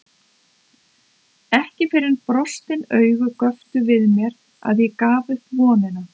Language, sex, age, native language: Icelandic, female, 50-59, Icelandic